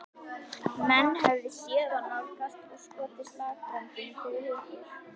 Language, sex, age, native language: Icelandic, female, 11, Icelandic